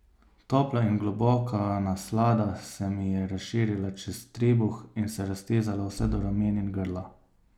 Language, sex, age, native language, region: Slovenian, male, 30-49, Slovenian, Savinja region